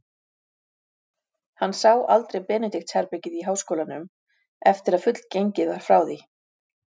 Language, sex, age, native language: Icelandic, female, 40-49, Icelandic